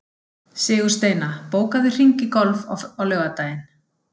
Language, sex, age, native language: Icelandic, female, 50-59, Icelandic